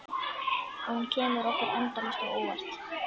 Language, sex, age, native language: Icelandic, male, 11, Icelandic